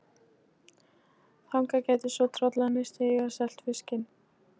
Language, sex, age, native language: Icelandic, female, 13, Polish